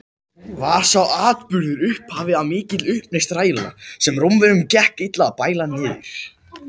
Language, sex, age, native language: Icelandic, male, 18-19, Icelandic